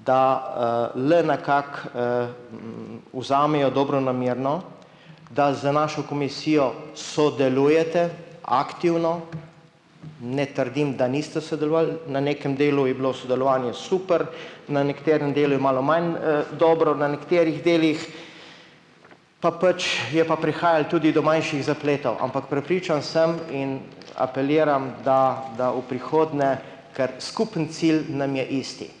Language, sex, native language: Slovenian, male, Slovenian